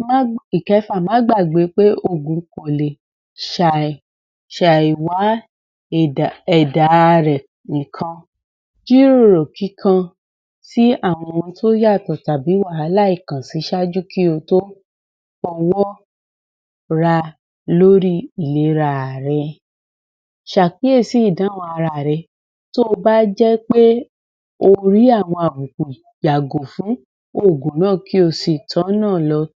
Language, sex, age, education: Yoruba, female, 30-45, tertiary